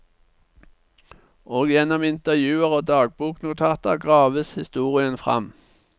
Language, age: Norwegian, 49